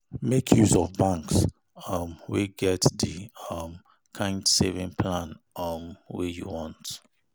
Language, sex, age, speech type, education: Nigerian Pidgin, male, 30-45, spontaneous, tertiary